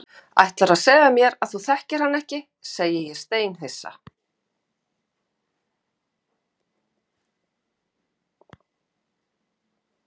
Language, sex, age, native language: Icelandic, female, 50-59, Icelandic